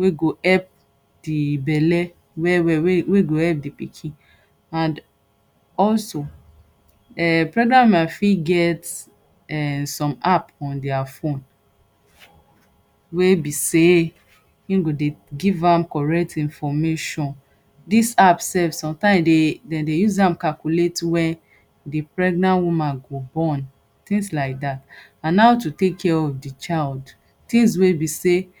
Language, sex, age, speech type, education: Nigerian Pidgin, female, 30-45, spontaneous, tertiary